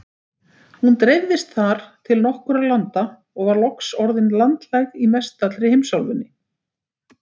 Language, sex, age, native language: Icelandic, female, 60-69, Icelandic